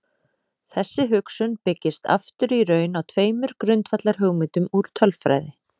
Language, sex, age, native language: Icelandic, female, 30-39, Icelandic